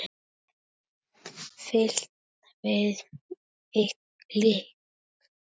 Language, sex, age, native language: Icelandic, female, 7, Icelandic